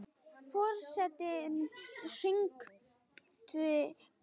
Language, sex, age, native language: Icelandic, female, 9, Icelandic